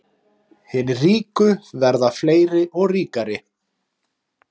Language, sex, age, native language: Icelandic, male, 30-39, Icelandic